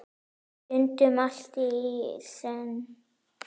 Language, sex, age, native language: Icelandic, female, 9, Icelandic